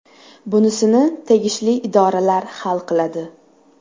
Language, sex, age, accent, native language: Uzbek, female, 19-29, Toshkent shahri, Uzbek